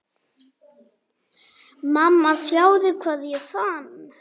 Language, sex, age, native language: Icelandic, female, 7, Icelandic